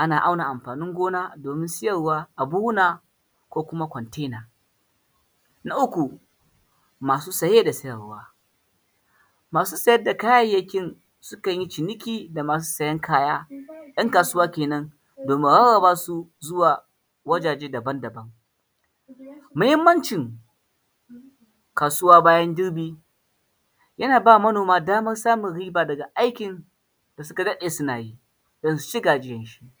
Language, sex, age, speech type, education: Hausa, male, 15-29, spontaneous, primary